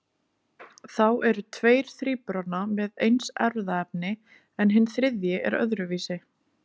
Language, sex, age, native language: Icelandic, female, 20-29, Icelandic